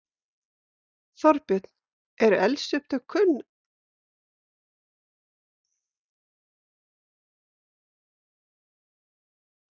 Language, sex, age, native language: Icelandic, female, 50-59, Icelandic